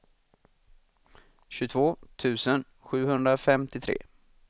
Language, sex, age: Swedish, male, 26